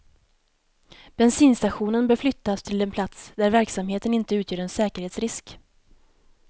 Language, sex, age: Swedish, female, 19